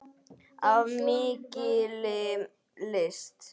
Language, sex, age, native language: Icelandic, female, 8, Icelandic